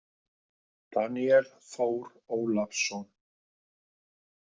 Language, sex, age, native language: Icelandic, male, 50-59, Icelandic